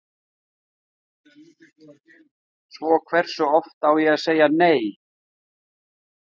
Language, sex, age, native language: Icelandic, male, 50-59, Icelandic